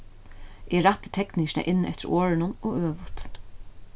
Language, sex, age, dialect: Faroese, female, 36-60, Norðuroyggjar